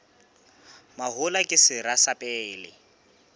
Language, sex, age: Southern Sotho, male, 26